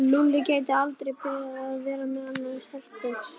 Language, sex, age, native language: Icelandic, male, 11, Icelandic